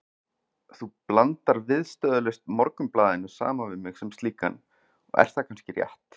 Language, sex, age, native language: Icelandic, male, 40-49, Icelandic